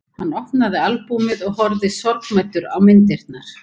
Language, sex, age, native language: Icelandic, female, 50-59, Icelandic